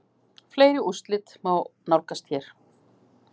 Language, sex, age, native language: Icelandic, female, 50-59, Icelandic